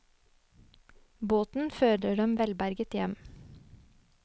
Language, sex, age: Norwegian, female, 25